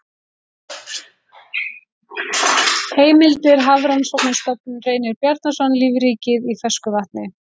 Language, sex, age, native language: Icelandic, female, 18-19, Icelandic